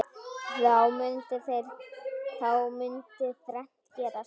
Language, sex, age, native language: Icelandic, female, 9, Icelandic